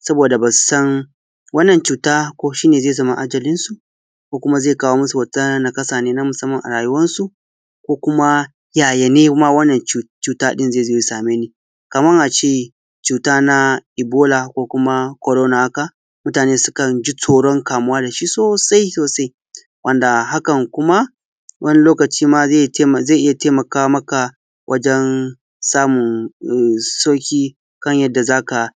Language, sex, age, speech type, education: Hausa, male, 15-29, spontaneous, tertiary